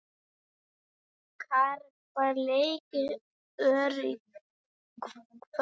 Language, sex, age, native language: Icelandic, female, 18-19, Icelandic